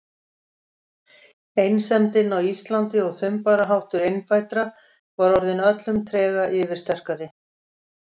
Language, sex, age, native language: Icelandic, female, 60-69, Icelandic